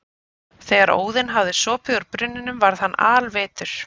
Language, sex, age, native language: Icelandic, female, 30-39, Icelandic